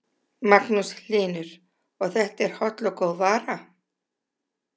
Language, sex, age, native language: Icelandic, female, 60-69, Icelandic